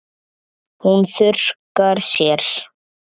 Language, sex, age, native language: Icelandic, male, 7, Icelandic